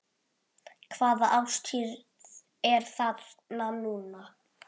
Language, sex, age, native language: Icelandic, male, 8, Icelandic